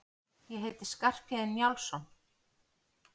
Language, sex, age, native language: Icelandic, female, 40-49, Icelandic